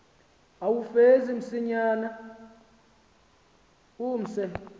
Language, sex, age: Xhosa, male, 19